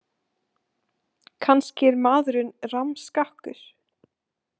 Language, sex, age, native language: Icelandic, female, 18-19, Icelandic